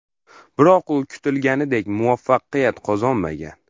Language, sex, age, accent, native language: Uzbek, male, under 19, Farg'ona, Uzbek